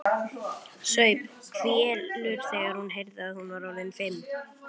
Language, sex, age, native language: Icelandic, male, 11, Icelandic